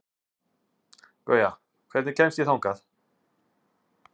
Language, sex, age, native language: Icelandic, male, 50-59, Icelandic